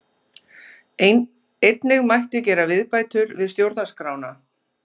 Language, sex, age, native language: Icelandic, female, 50-59, Icelandic